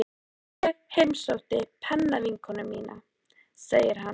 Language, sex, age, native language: Icelandic, female, 13, Icelandic